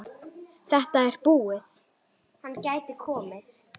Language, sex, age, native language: Icelandic, female, 9, Icelandic